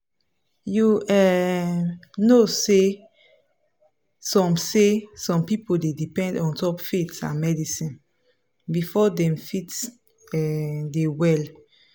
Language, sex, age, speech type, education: Nigerian Pidgin, female, 15-29, spontaneous, tertiary